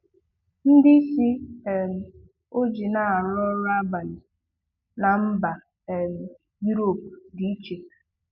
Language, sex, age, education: Igbo, female, 15-29, tertiary